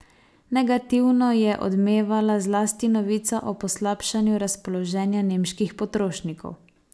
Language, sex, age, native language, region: Slovenian, female, 18-29, Slovenian, Savinja region